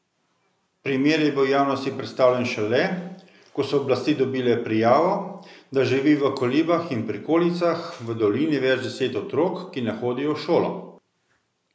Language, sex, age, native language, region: Slovenian, male, 50-59, Slovenian, Central Slovenia